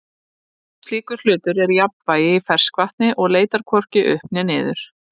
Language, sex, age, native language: Icelandic, female, 30-39, Icelandic